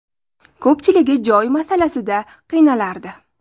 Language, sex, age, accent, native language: Uzbek, female, 18-24, Navoiy, Uzbek